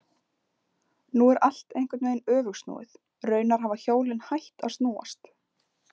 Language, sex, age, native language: Icelandic, female, 20-29, Icelandic